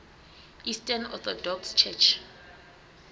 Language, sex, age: Venda, female, 25